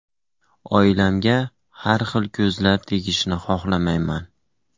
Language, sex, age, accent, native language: Uzbek, male, 25-34, Farg'ona, Uzbek